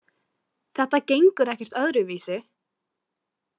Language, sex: Icelandic, female